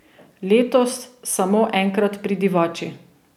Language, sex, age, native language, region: Slovenian, female, 30-49, Slovenian, Drava region